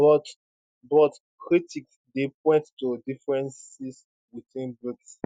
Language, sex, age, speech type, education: Nigerian Pidgin, male, 15-29, spontaneous, tertiary